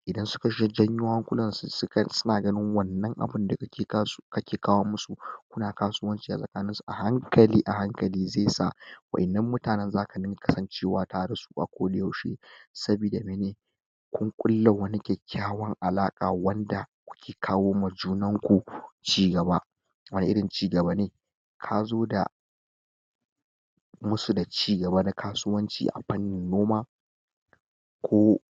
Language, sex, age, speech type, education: Hausa, male, 15-29, spontaneous, tertiary